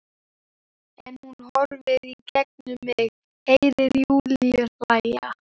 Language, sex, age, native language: Icelandic, male, 12, Icelandic